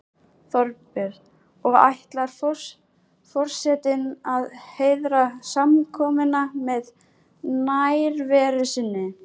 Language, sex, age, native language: Icelandic, female, 13, Icelandic